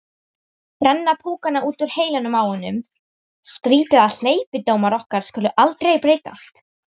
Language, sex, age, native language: Icelandic, female, 18-19, Icelandic